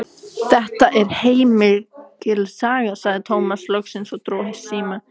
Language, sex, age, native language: Icelandic, female, 14, Icelandic